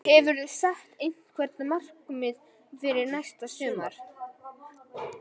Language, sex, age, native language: Icelandic, male, 12, Icelandic